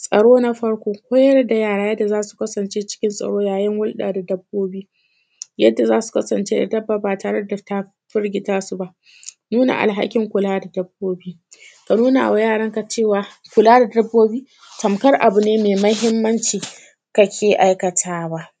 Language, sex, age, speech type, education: Hausa, female, 15-29, spontaneous, tertiary